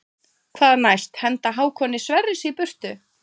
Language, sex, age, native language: Icelandic, female, 20-29, Icelandic